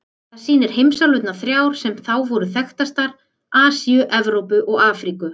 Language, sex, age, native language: Icelandic, female, 30-39, Icelandic